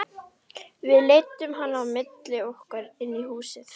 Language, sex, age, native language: Icelandic, female, 11, Icelandic